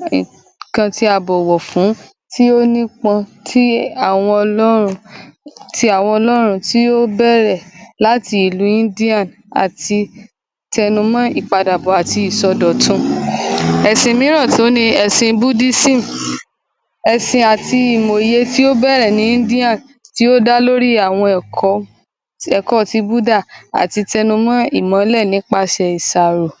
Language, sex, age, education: Yoruba, male, 15-29, tertiary